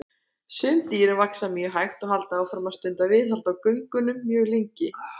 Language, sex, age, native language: Icelandic, female, 30-39, Icelandic